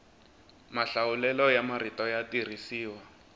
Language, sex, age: Tsonga, male, 20